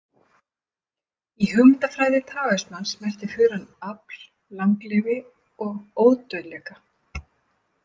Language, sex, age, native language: Icelandic, female, 50-59, Icelandic